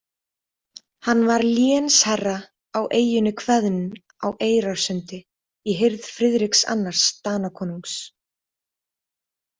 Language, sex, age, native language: Icelandic, female, 30-39, Icelandic